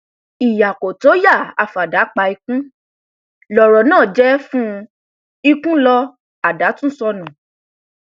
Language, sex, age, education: Yoruba, female, 15-29, tertiary